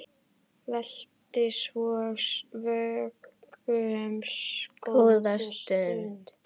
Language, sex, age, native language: Icelandic, female, 10, Icelandic